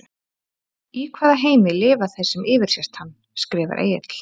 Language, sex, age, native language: Icelandic, female, 30-39, Icelandic